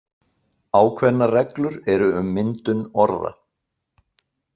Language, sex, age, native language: Icelandic, male, 60-69, Icelandic